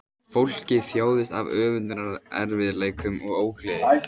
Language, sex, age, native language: Icelandic, male, 18-19, Icelandic